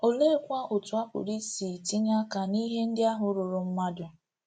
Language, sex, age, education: Igbo, female, 15-29, tertiary